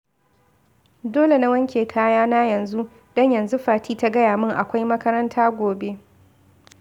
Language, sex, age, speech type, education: Hausa, female, 15-29, read, secondary